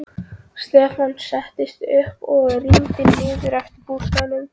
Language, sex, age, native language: Icelandic, female, 13, Icelandic